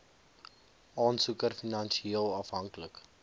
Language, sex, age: Afrikaans, male, 20